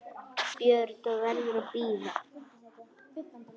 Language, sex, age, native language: Icelandic, male, 10, Icelandic